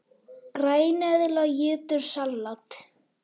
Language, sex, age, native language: Icelandic, female, 18-19, Icelandic